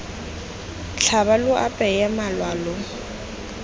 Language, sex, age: Tswana, female, 19